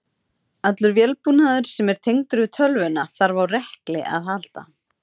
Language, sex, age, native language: Icelandic, female, 30-39, Icelandic